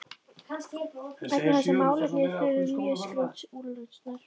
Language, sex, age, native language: Icelandic, female, 13, Icelandic